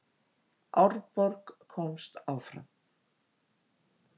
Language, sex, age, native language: Icelandic, female, 50-59, Icelandic